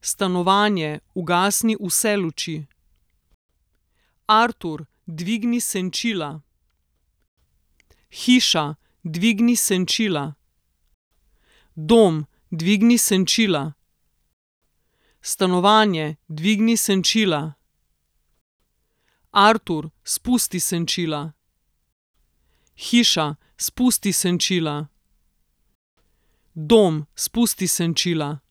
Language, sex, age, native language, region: Slovenian, female, 30-49, Slovenian, Southeast Slovenia